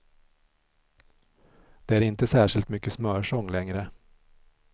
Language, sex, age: Swedish, male, 46